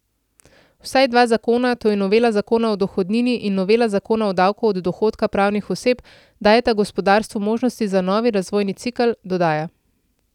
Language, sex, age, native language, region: Slovenian, female, 30-49, Slovenian, Central Slovenia